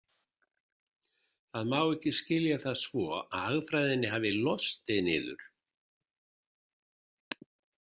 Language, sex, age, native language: Icelandic, male, 70-79, Icelandic